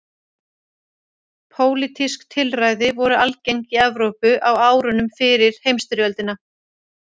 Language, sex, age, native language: Icelandic, female, 30-39, Icelandic